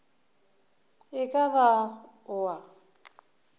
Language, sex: Northern Sotho, female